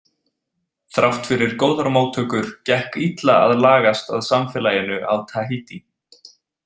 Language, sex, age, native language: Icelandic, male, 20-29, Icelandic